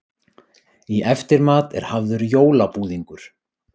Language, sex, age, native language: Icelandic, male, 30-39, Icelandic